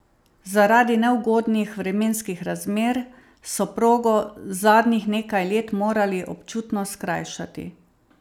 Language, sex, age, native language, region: Slovenian, female, 50-59, Slovenian, Savinja region